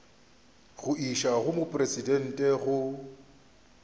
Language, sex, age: Northern Sotho, male, 29